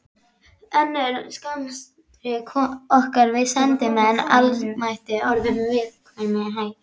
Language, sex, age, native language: Icelandic, female, 12, Icelandic